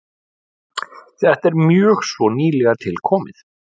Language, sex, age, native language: Icelandic, male, 40-49, Icelandic